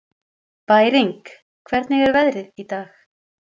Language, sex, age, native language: Icelandic, female, 40-49, Icelandic